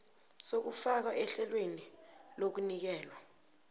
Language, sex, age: South Ndebele, female, 22